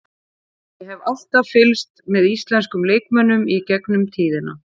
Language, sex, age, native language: Icelandic, female, 40-49, Icelandic